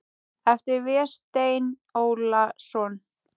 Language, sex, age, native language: Icelandic, female, 10, Icelandic